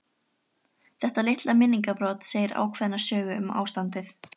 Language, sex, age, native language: Icelandic, female, 13, Icelandic